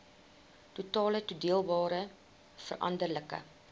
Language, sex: Afrikaans, female